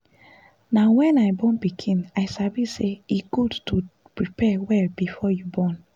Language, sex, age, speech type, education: Nigerian Pidgin, female, 15-29, spontaneous, tertiary